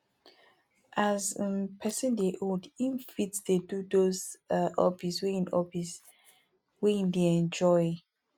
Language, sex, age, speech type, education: Nigerian Pidgin, female, 15-29, spontaneous, tertiary